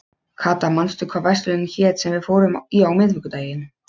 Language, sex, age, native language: Icelandic, male, 12, Polish